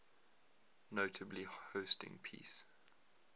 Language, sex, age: English, male, 22